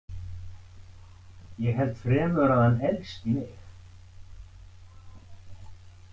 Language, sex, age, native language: Icelandic, male, 60-69, Icelandic